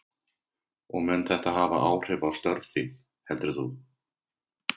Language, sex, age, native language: Icelandic, male, 50-59, Icelandic